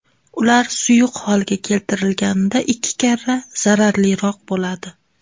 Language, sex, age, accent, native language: Uzbek, female, 30-39, Qoraqalpog'iston, Uzbek